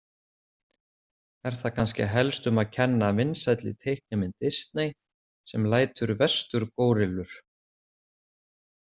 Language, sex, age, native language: Icelandic, male, 40-49, Icelandic